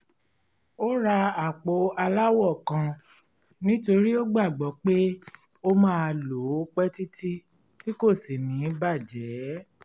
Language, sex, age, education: Yoruba, female, 30-45, tertiary